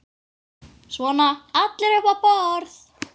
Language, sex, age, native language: Icelandic, female, 10, Icelandic